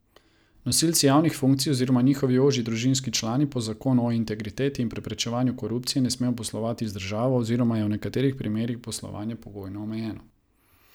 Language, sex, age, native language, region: Slovenian, male, 30-49, Croatian, Savinja region